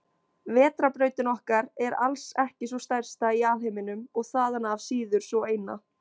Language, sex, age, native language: Icelandic, female, 20-29, Icelandic